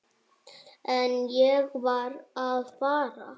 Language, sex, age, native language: Icelandic, male, 7, Icelandic